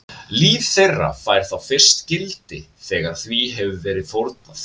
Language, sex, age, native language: Icelandic, male, 20-29, Icelandic